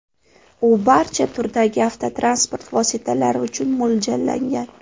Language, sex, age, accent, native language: Uzbek, female, 18-24, Farg'ona, Uzbek